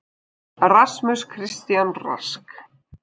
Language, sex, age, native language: Icelandic, female, 20-29, Icelandic